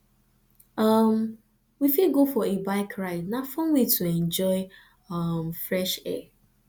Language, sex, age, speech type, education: Nigerian Pidgin, female, 15-29, spontaneous, tertiary